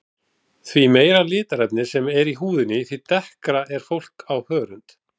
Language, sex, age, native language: Icelandic, male, 40-49, Icelandic